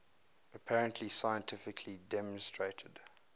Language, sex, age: English, male, 22